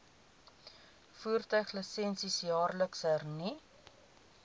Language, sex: Afrikaans, female